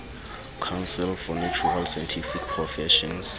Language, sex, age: Southern Sotho, male, 20